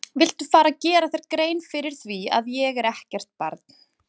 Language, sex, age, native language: Icelandic, female, 40-49, Icelandic